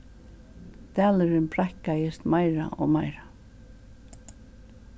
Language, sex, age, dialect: Faroese, female, 61+, Suðurstreymoy